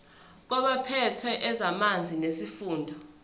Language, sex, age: Zulu, female, 21